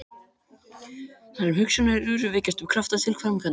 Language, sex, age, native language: Icelandic, male, 12, Icelandic